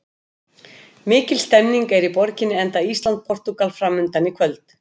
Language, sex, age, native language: Icelandic, female, 50-59, Icelandic